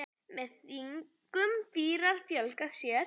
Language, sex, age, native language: Icelandic, male, 10, Icelandic